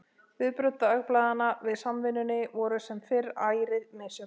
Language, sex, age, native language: Icelandic, male, 12, Icelandic